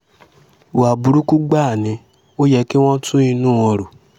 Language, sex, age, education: Yoruba, male, 15-29, secondary